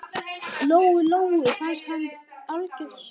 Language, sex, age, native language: Icelandic, male, 9, Icelandic